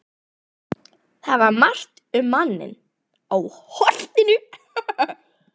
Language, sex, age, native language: Icelandic, female, 11, Icelandic